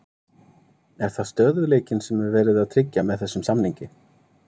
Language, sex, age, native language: Icelandic, male, 30-39, Icelandic